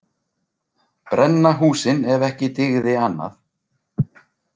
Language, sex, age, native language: Icelandic, male, 40-49, Icelandic